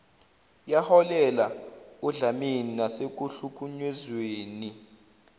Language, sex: Zulu, male